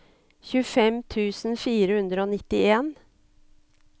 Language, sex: Norwegian, female